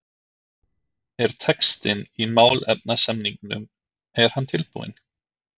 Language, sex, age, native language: Icelandic, male, 30-39, Icelandic